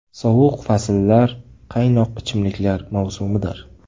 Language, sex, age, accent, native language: Uzbek, male, 18-24, Samarqand, Uzbek